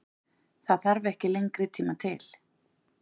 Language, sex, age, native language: Icelandic, female, 40-49, Icelandic